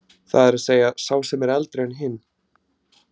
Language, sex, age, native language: Icelandic, male, 30-39, Icelandic